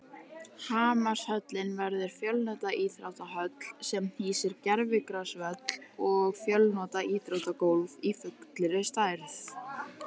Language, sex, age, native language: Icelandic, female, 18-19, Icelandic